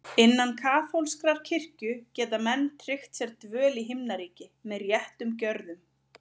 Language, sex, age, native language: Icelandic, female, 30-39, Icelandic